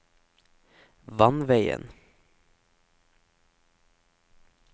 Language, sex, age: Norwegian, male, 17